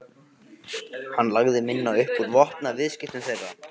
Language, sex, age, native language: Icelandic, male, 15, Icelandic